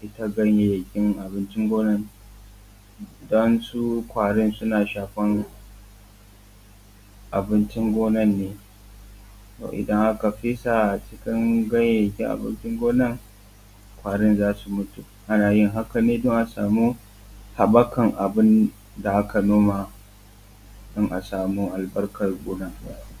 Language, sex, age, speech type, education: Hausa, male, 15-29, spontaneous, tertiary